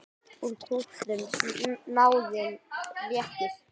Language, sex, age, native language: Icelandic, male, 10, Icelandic